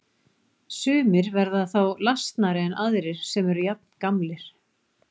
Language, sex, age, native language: Icelandic, female, 40-49, Icelandic